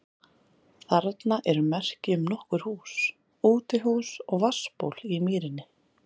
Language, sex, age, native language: Icelandic, female, 30-39, Icelandic